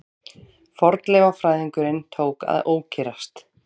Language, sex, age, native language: Icelandic, female, 30-39, Icelandic